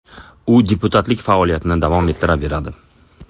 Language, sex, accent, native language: Uzbek, male, Andijon, Uzbek